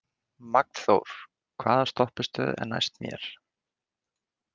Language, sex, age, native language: Icelandic, male, 20-29, Icelandic